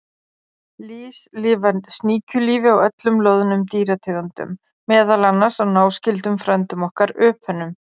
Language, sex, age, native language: Icelandic, female, 40-49, Icelandic